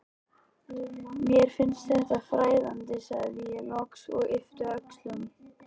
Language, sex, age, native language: Icelandic, male, 11, Icelandic